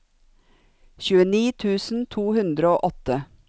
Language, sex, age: Norwegian, female, 45